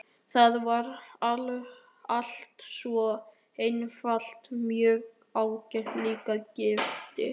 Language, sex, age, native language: Icelandic, male, 13, Icelandic